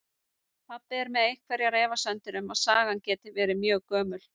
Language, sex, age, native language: Icelandic, female, 30-39, Icelandic